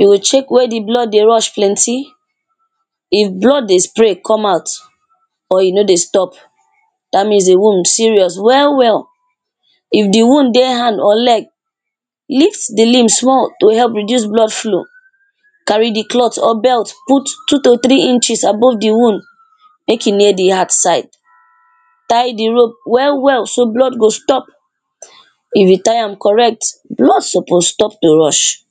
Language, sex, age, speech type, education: Nigerian Pidgin, female, 15-29, spontaneous, primary